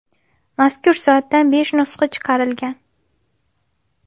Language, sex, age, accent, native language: Uzbek, female, 12-17, Andijon, Uzbek